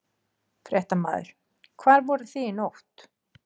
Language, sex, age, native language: Icelandic, female, 40-49, Icelandic